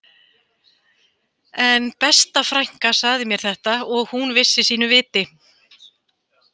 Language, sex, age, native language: Icelandic, female, 50-59, Icelandic